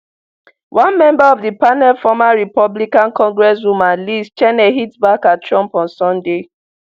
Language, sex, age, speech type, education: Nigerian Pidgin, female, 15-29, spontaneous, tertiary